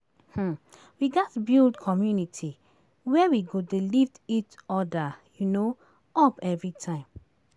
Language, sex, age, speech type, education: Nigerian Pidgin, female, 30-45, spontaneous, tertiary